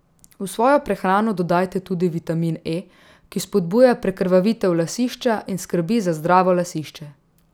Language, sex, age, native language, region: Slovenian, female, 18-29, Slovenian, Drava region